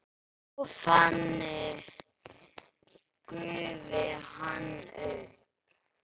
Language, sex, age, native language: Icelandic, male, 10, Icelandic